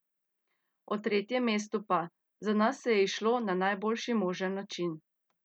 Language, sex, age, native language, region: Slovenian, female, 30-49, Slovenian, Central Slovenia